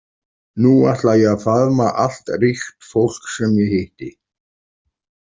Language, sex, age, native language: Icelandic, male, 40-49, Icelandic